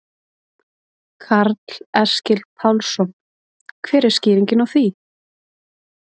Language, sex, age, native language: Icelandic, female, 30-39, Icelandic